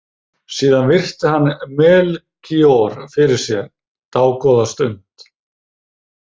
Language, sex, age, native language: Icelandic, male, 30-39, Icelandic